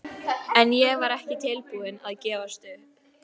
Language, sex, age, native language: Icelandic, female, 11, Icelandic